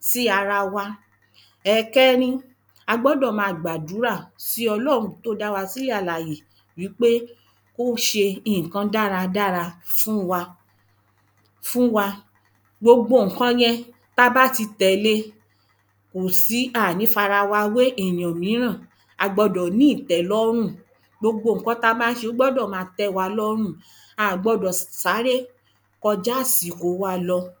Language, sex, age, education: Yoruba, female, 30-45, primary